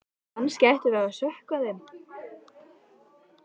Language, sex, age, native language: Icelandic, female, 13, Icelandic